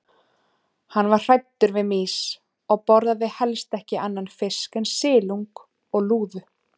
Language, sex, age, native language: Icelandic, female, 30-39, Icelandic